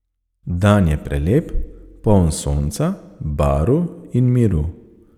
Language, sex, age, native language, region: Slovenian, male, 30-49, Slovenian, Savinja region